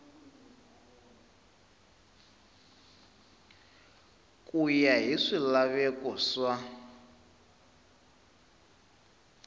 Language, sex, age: Tsonga, male, 20